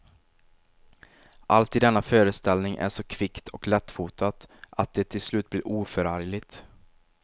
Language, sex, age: Swedish, male, 23